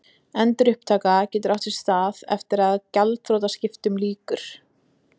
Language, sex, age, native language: Icelandic, female, 20-29, Icelandic